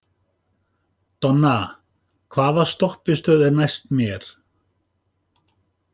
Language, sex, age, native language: Icelandic, male, 50-59, Icelandic